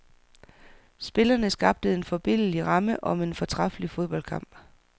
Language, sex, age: Danish, female, 44